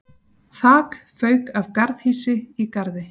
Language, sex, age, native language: Icelandic, female, 40-49, Icelandic